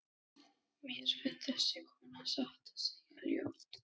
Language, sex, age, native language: Icelandic, other, 13, Danish